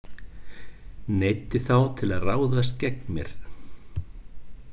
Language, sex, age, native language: Icelandic, male, 50-59, Icelandic